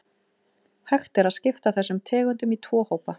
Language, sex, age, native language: Icelandic, female, 18-19, Icelandic